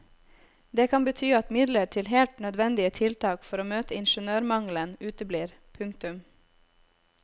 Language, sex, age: Norwegian, female, 26